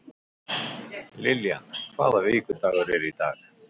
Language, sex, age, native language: Icelandic, male, 50-59, Icelandic